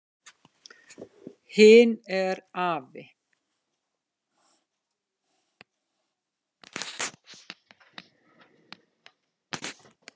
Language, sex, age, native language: Icelandic, female, 50-59, Icelandic